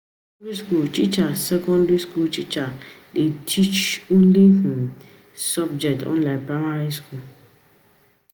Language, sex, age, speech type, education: Nigerian Pidgin, female, 30-45, spontaneous, tertiary